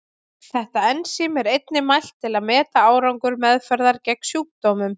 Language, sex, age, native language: Icelandic, female, 20-29, Icelandic